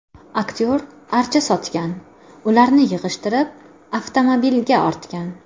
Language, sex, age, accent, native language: Uzbek, female, 25-34, Toshkent shahri, Uzbek